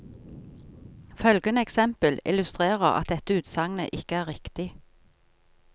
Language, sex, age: Norwegian, female, 43